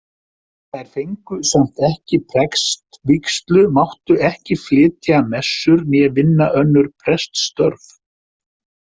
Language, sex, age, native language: Icelandic, male, 50-59, Icelandic